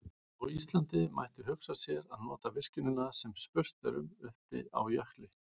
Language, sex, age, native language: Icelandic, male, 40-49, Icelandic